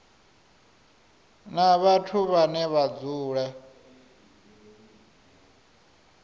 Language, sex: Venda, male